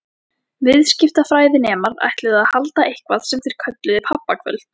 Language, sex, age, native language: Icelandic, female, 14, Icelandic